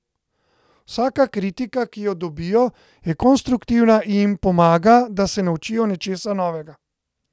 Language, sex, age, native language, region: Slovenian, male, 30-49, Slovenian, Central Slovenia